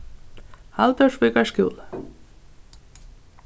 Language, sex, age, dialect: Faroese, female, 15-35, Norðuroyggjar